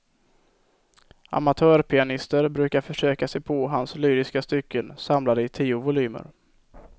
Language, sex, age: Swedish, male, 22